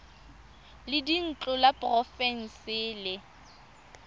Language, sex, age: Tswana, female, 23